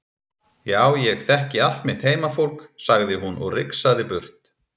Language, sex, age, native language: Icelandic, male, 30-39, Icelandic